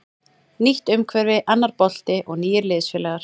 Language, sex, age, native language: Icelandic, female, 30-39, Icelandic